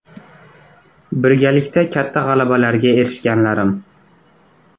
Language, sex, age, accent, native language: Uzbek, male, under 19, Navoiy, Uzbek